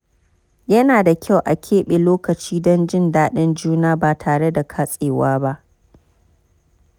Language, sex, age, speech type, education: Hausa, female, 30-45, spontaneous, tertiary